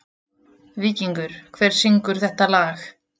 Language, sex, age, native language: Icelandic, female, 20-29, Icelandic